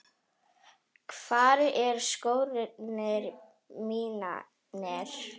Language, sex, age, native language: Icelandic, female, 10, Icelandic